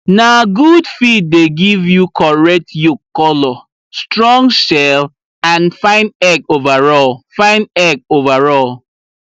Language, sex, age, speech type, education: Nigerian Pidgin, male, 15-29, spontaneous, tertiary